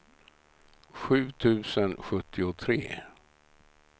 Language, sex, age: Swedish, male, 67